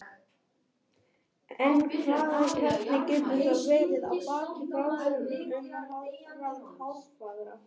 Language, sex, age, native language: Icelandic, other, 18-19, Icelandic